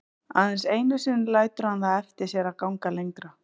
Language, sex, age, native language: Icelandic, female, 30-39, Icelandic